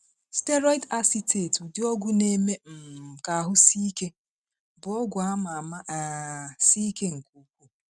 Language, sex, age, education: Igbo, female, 30-45, tertiary